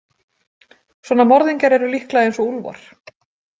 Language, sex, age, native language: Icelandic, female, 40-49, Icelandic